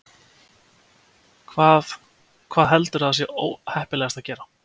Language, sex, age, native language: Icelandic, male, 20-29, Icelandic